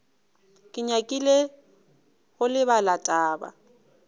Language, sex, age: Northern Sotho, female, 24